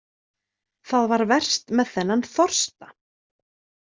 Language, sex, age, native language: Icelandic, female, 30-39, Icelandic